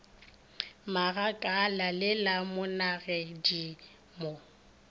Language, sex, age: Northern Sotho, female, 23